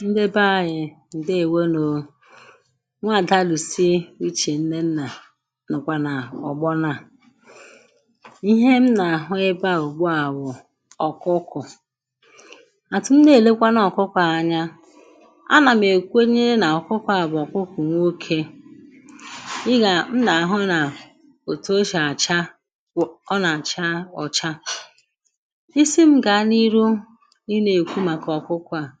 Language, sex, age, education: Igbo, female, 46-60, secondary